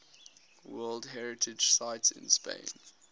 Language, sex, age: English, male, 19